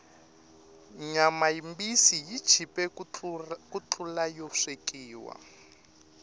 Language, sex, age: Tsonga, male, 21